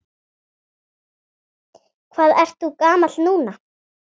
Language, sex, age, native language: Icelandic, female, 8, Icelandic